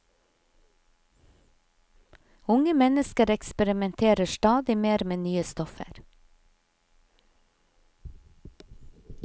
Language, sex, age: Norwegian, female, 50